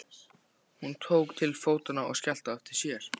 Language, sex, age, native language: Icelandic, male, 14, Icelandic